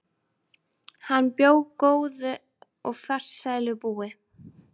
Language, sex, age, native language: Icelandic, female, 12, Icelandic